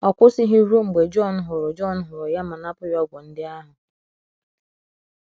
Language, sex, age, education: Igbo, female, 15-29, secondary